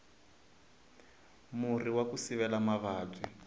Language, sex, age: Tsonga, male, 22